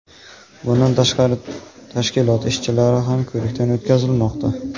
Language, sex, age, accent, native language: Uzbek, male, 18-24, Jizzax, Uzbek